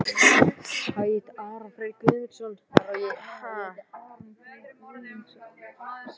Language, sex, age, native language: Icelandic, male, 18-19, Vietnamese